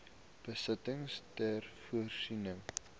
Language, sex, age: Afrikaans, male, 18